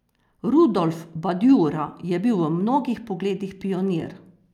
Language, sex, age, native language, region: Slovenian, female, 50-59, Slovenian, Carinthia region